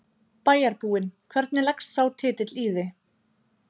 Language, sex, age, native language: Icelandic, female, 30-39, Icelandic